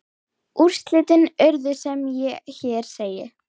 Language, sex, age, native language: Icelandic, female, 10, Icelandic